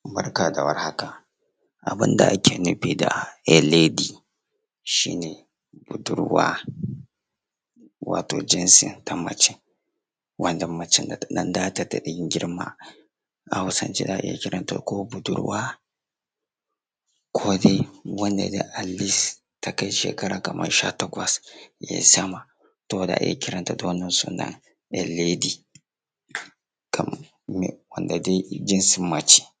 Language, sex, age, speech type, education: Hausa, male, 15-29, spontaneous, secondary